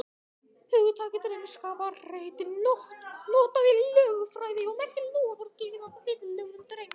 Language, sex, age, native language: Icelandic, male, 18-19, Icelandic